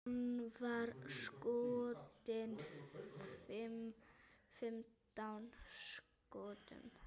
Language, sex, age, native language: Icelandic, female, 9, Icelandic